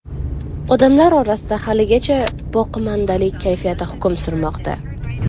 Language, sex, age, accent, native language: Uzbek, female, 18-24, Toshkent shahri, Uzbek